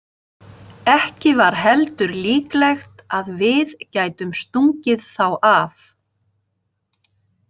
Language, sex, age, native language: Icelandic, female, 50-59, Icelandic